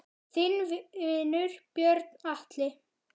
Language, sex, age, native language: Icelandic, male, 10, Icelandic